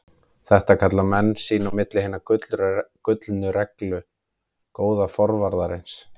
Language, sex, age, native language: Icelandic, male, 30-39, Icelandic